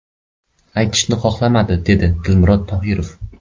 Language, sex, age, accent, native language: Uzbek, male, 12-17, Surxondaryo, Uzbek